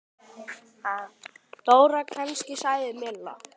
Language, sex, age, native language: Icelandic, male, 9, Icelandic